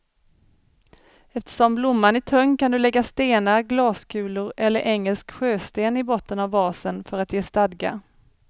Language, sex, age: Swedish, female, 40